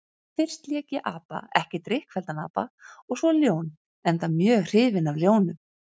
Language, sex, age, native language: Icelandic, female, 30-39, Icelandic